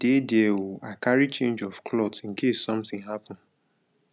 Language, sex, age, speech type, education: Nigerian Pidgin, male, 15-29, spontaneous, tertiary